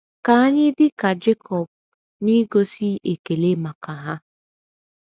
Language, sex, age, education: Igbo, female, 15-29, tertiary